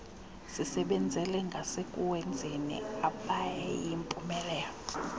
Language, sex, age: Xhosa, female, 35